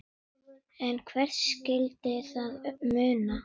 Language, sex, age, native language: Icelandic, female, 9, Icelandic